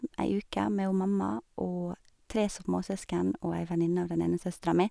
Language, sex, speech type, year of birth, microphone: Norwegian, female, spontaneous, 1985, Sennheiser